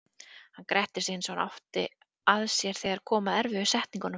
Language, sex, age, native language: Icelandic, female, 30-39, Icelandic